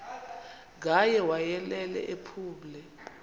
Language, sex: Xhosa, female